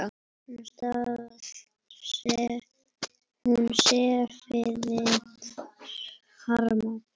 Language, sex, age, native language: Icelandic, female, 8, Icelandic